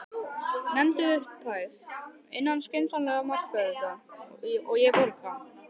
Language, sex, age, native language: Icelandic, male, 12, Icelandic